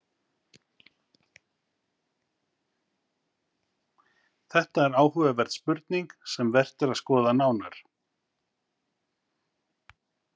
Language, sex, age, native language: Icelandic, male, 50-59, Icelandic